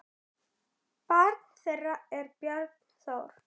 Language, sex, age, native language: Icelandic, male, 9, Icelandic